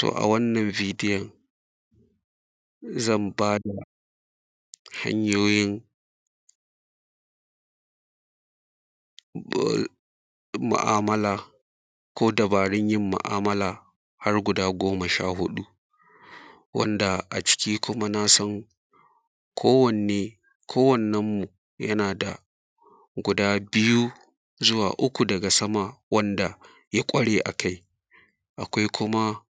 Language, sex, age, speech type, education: Hausa, male, 30-45, spontaneous, secondary